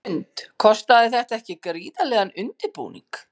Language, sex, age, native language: Icelandic, female, 50-59, Icelandic